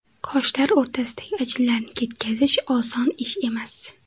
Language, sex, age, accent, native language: Uzbek, female, 18-24, Xorazm, Uzbek